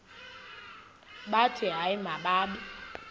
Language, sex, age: Xhosa, female, 20